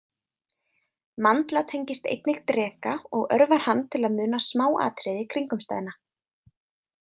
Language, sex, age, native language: Icelandic, female, 20-29, Icelandic